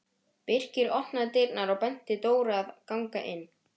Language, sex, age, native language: Icelandic, male, 12, Icelandic